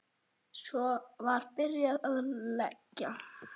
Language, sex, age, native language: Icelandic, male, 8, Icelandic